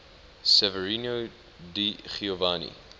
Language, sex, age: English, male, 21